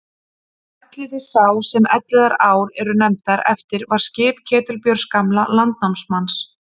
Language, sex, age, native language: Icelandic, female, 40-49, Icelandic